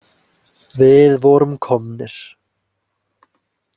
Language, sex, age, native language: Icelandic, male, 20-29, Icelandic